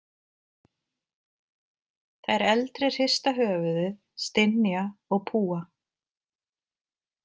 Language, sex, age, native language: Icelandic, female, 40-49, Icelandic